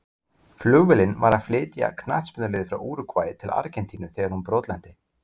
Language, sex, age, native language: Icelandic, male, 40-49, Icelandic